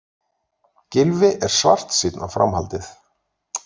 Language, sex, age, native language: Icelandic, male, 40-49, Icelandic